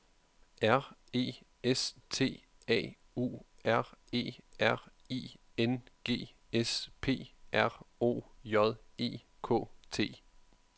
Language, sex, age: Danish, male, 31